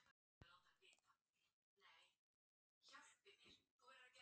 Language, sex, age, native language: Icelandic, male, 60-69, Icelandic